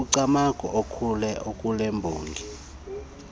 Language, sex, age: Xhosa, male, 33